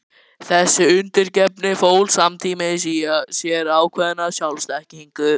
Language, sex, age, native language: Icelandic, male, 11, Icelandic